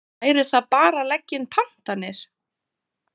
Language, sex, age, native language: Icelandic, female, 20-29, Icelandic